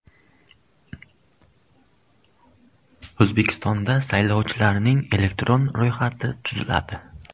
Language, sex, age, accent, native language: Uzbek, male, 12-17, Surxondaryo, Uzbek